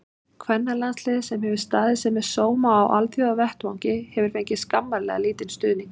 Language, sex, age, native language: Icelandic, female, 30-39, Icelandic